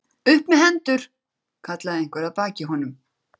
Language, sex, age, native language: Icelandic, female, 30-39, Icelandic